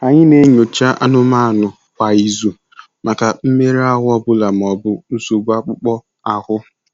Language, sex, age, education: Igbo, male, 15-29, tertiary